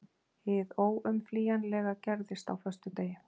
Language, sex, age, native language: Icelandic, female, 40-49, Icelandic